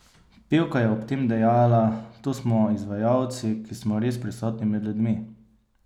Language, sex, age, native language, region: Slovenian, male, 30-49, Slovenian, Savinja region